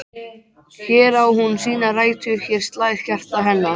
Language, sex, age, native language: Icelandic, male, 13, Icelandic